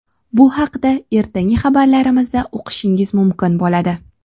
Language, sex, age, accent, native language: Uzbek, female, 18-24, Sirdaryo, Uzbek